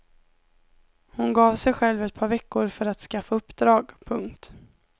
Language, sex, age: Swedish, female, 19